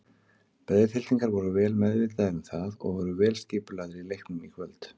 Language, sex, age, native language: Icelandic, male, 50-59, Icelandic